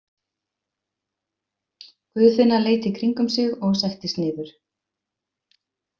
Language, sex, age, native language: Icelandic, female, 50-59, Icelandic